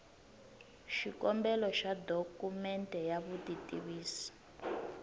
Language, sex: Tsonga, female